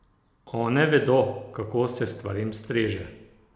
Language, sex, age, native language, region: Slovenian, male, 60+, Slovenian, Posavska region